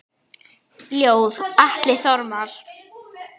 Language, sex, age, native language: Icelandic, female, 10, Icelandic